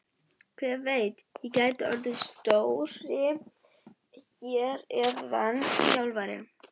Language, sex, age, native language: Icelandic, female, 11, German